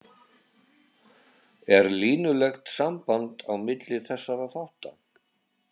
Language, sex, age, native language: Icelandic, male, 70-79, Icelandic